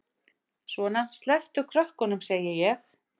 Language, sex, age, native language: Icelandic, female, 50-59, Icelandic